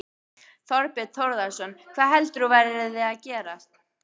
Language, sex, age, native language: Icelandic, female, 12, Icelandic